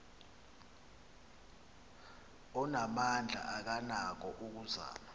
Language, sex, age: Xhosa, male, 26